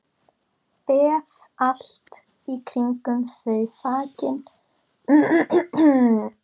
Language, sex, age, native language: Icelandic, female, 12, Icelandic